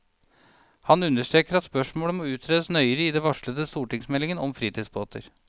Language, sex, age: Norwegian, male, 37